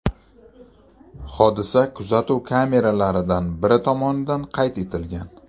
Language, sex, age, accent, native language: Uzbek, male, 35+, Toshkent shahri, Uzbek